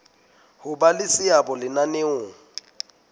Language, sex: Southern Sotho, male